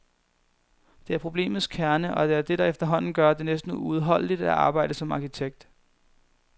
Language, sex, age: Danish, male, 21